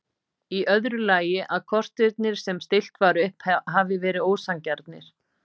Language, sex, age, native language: Icelandic, female, 50-59, Icelandic